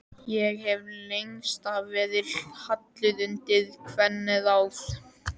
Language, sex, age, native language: Icelandic, male, 11, Icelandic